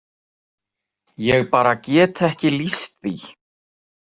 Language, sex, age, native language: Icelandic, male, 40-49, Icelandic